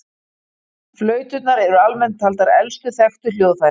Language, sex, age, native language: Icelandic, female, 40-49, Icelandic